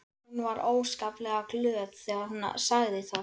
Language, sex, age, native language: Icelandic, male, 11, Icelandic